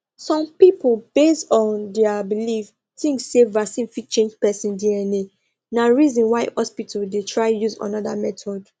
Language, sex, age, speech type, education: Nigerian Pidgin, female, 15-29, spontaneous, tertiary